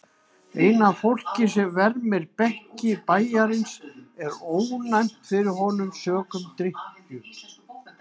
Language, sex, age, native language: Icelandic, female, 60-69, Icelandic